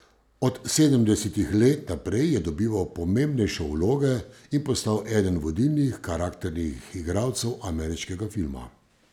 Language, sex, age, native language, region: Slovenian, male, 50-59, Slovenian, Savinja region